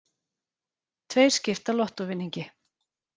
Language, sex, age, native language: Icelandic, female, 40-49, Icelandic